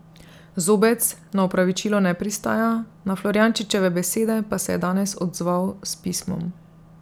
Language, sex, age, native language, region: Slovenian, female, 30-49, Slovenian, Drava region